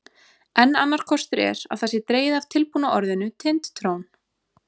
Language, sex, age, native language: Icelandic, female, 20-29, Icelandic